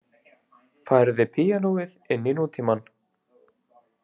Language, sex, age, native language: Icelandic, male, 20-29, Icelandic